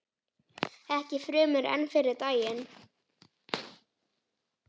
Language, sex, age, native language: Icelandic, male, 9, Icelandic